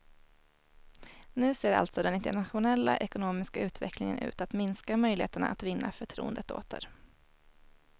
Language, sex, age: Swedish, female, 21